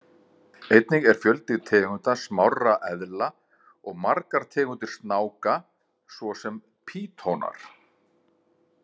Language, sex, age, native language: Icelandic, male, 50-59, Icelandic